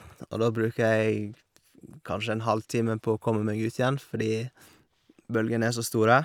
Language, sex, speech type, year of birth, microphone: Norwegian, male, spontaneous, 1978, Shure